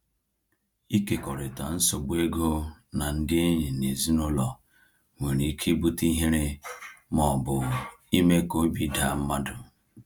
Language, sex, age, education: Igbo, male, 30-45, tertiary